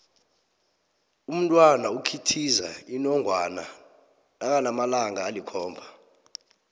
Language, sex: South Ndebele, male